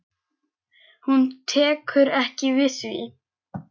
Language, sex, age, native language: Icelandic, male, 10, Icelandic